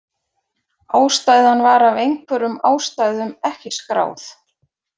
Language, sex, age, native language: Icelandic, female, 40-49, Icelandic